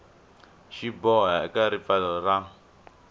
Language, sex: Tsonga, male